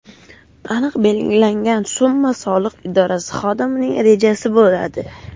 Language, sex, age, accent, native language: Uzbek, male, under 19, Farg'ona, Uzbek